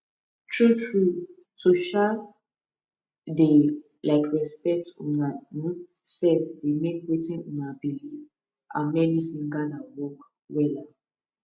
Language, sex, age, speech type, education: Nigerian Pidgin, female, 15-29, spontaneous, tertiary